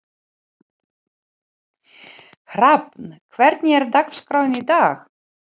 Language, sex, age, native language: Icelandic, female, 40-49, Ukrainian